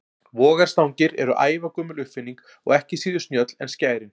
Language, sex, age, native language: Icelandic, male, 40-49, Icelandic